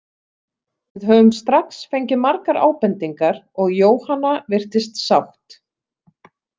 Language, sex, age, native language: Icelandic, female, 30-39, Icelandic